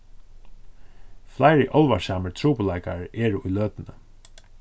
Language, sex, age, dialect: Faroese, male, 36-60, Suðurstreymoy